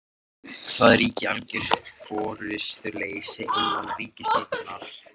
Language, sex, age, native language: Icelandic, male, 18-19, Icelandic